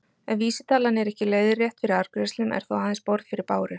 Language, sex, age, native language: Icelandic, female, 40-49, Icelandic